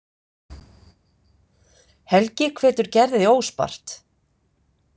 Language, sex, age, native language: Icelandic, female, 50-59, Icelandic